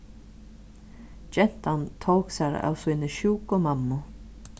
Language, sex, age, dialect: Faroese, female, 36-60, Suðurstreymoy